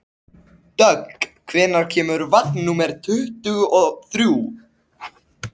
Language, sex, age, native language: Icelandic, male, 13, Icelandic